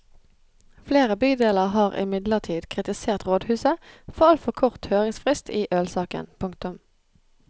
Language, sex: Norwegian, female